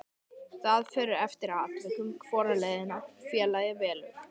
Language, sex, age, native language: Icelandic, male, 13, Icelandic